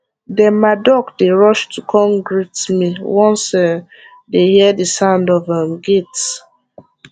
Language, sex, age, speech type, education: Nigerian Pidgin, female, 15-29, spontaneous, tertiary